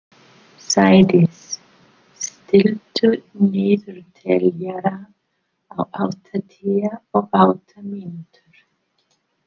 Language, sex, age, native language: Icelandic, female, 50-59, English